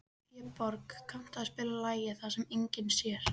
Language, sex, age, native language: Icelandic, female, 13, Icelandic